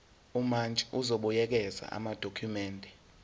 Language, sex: Zulu, male